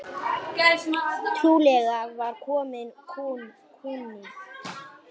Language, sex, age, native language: Icelandic, female, 8, Icelandic